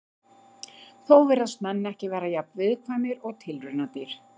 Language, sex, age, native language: Icelandic, female, 50-59, Icelandic